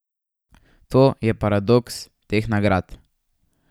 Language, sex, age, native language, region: Slovenian, male, 12-17, Slovenian, Savinja region